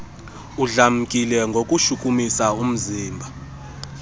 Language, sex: Xhosa, male